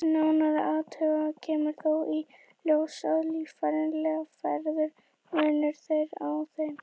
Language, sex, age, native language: Icelandic, female, 18-19, Icelandic